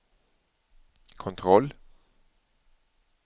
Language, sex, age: Swedish, male, 47